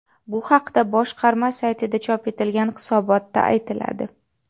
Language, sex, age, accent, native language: Uzbek, female, 18-24, Namangan, Uzbek